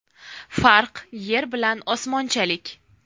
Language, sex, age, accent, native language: Uzbek, female, 19-29, Farg'ona, Uzbek